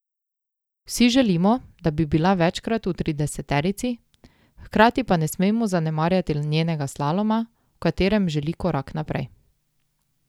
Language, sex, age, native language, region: Slovenian, female, 18-29, Slovenian, Drava region